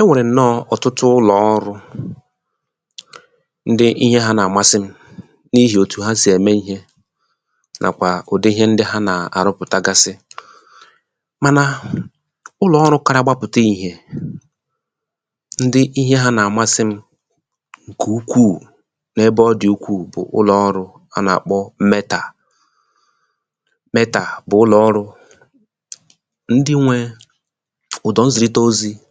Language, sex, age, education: Igbo, male, 30-45, tertiary